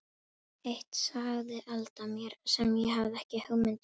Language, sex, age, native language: Icelandic, female, 11, Icelandic